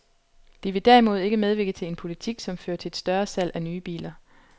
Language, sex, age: Danish, female, 25